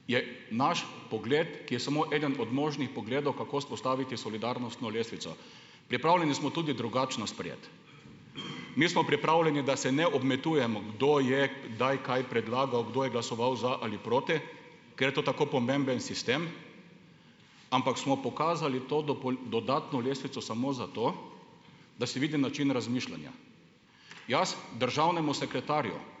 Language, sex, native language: Slovenian, male, Slovenian